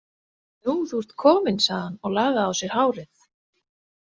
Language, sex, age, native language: Icelandic, female, 40-49, Icelandic